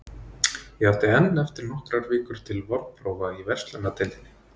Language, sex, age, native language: Icelandic, male, 20-29, Icelandic